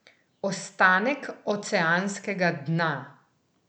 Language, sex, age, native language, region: Slovenian, female, 30-49, Slovenian, Central Slovenia